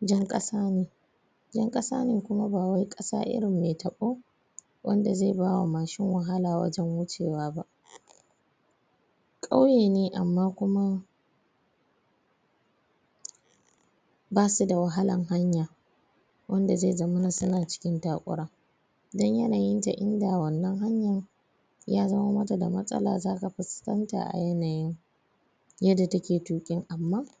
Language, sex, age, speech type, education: Hausa, female, 15-29, spontaneous, primary